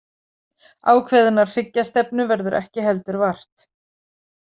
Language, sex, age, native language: Icelandic, female, 40-49, Icelandic